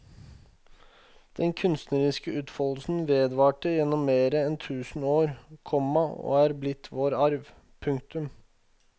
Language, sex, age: Norwegian, male, 21